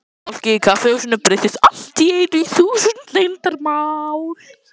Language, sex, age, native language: Icelandic, male, 11, Icelandic